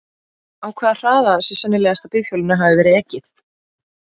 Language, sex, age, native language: Icelandic, female, 20-29, Icelandic